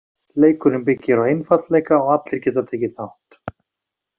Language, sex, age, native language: Icelandic, male, 40-49, Icelandic